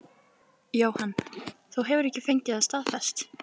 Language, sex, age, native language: Icelandic, female, 11, Icelandic